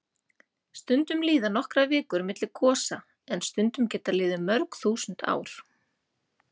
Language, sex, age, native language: Icelandic, female, 30-39, Icelandic